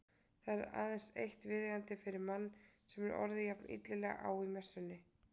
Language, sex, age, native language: Icelandic, female, 20-29, Icelandic